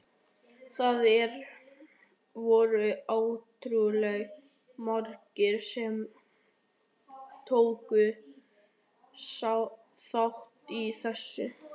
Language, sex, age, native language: Icelandic, male, 13, Icelandic